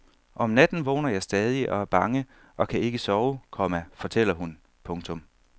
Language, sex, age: Danish, male, 31